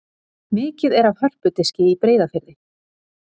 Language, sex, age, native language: Icelandic, female, 30-39, Icelandic